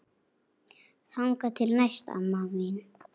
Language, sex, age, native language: Icelandic, female, 8, Icelandic